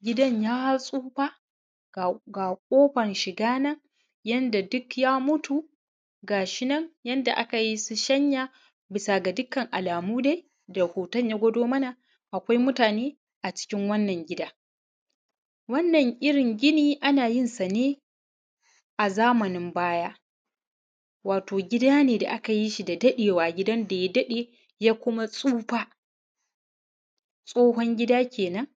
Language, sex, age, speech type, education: Hausa, male, 15-29, spontaneous, primary